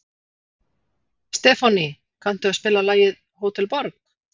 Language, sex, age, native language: Icelandic, female, 40-49, Icelandic